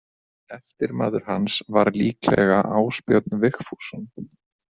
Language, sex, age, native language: Icelandic, male, 30-39, Icelandic